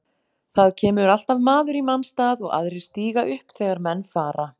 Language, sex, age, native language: Icelandic, female, 40-49, Icelandic